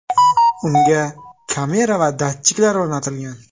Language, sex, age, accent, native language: Uzbek, male, 19-29, Namangan, Uzbek